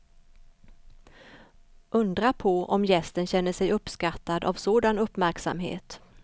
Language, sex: Swedish, female